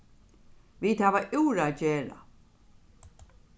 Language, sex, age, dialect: Faroese, female, 36-60, Norðurstreymoy/Eysturoy